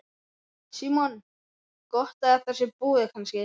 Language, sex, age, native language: Icelandic, male, 11, Icelandic